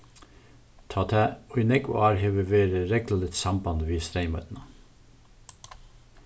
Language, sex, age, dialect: Faroese, male, 36-60, Suðurstreymoy